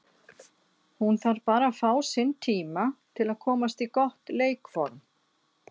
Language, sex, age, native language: Icelandic, female, 60-69, Icelandic